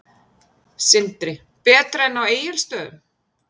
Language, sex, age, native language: Icelandic, female, 50-59, Icelandic